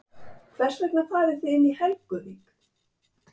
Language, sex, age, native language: Icelandic, female, 70-79, Icelandic